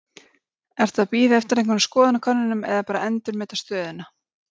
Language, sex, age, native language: Icelandic, female, 30-39, Icelandic